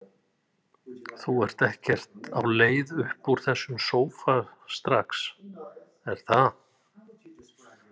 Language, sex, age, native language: Icelandic, male, 60-69, Icelandic